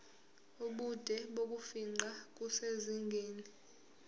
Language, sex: Zulu, female